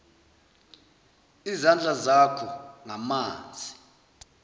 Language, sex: Zulu, male